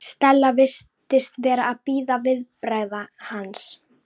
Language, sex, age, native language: Icelandic, female, 11, Icelandic